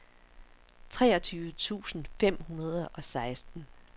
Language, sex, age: Danish, female, 60